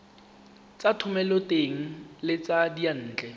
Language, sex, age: Tswana, male, 19